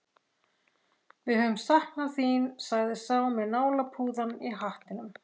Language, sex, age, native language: Icelandic, female, 40-49, Icelandic